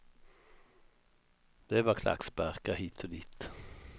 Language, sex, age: Swedish, male, 64